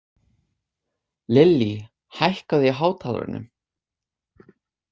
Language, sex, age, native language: Icelandic, other, 20-29, English